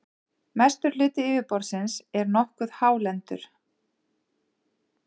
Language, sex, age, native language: Icelandic, female, 40-49, Icelandic